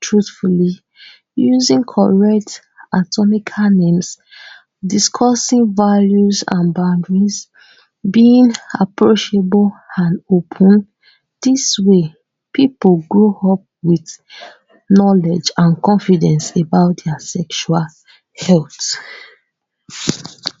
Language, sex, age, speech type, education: Nigerian Pidgin, female, 15-29, spontaneous, tertiary